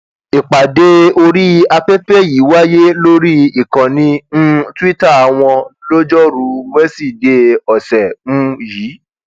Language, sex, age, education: Yoruba, male, 30-45, tertiary